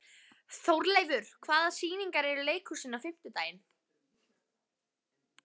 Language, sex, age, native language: Icelandic, female, 15, Icelandic